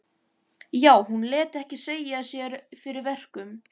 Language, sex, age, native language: Icelandic, male, 11, Icelandic